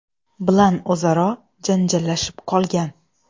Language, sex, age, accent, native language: Uzbek, female, 18-24, Xorazm, Uzbek